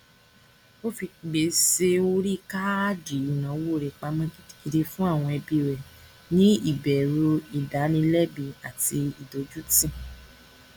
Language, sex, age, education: Yoruba, female, 15-29, tertiary